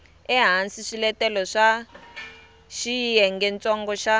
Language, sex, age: Tsonga, female, 23